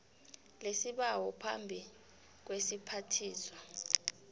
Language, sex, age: South Ndebele, female, 26